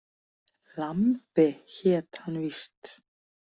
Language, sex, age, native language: Icelandic, female, 40-49, Icelandic